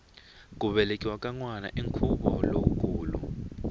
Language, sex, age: Tsonga, male, 20